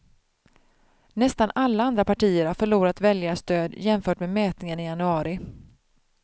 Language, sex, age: Swedish, female, 31